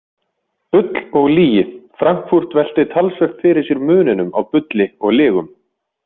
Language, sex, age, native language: Icelandic, male, 20-29, Icelandic